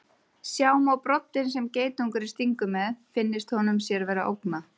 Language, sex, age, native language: Icelandic, female, 30-39, Icelandic